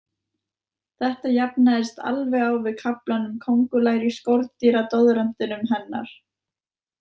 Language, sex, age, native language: Icelandic, female, 20-29, Icelandic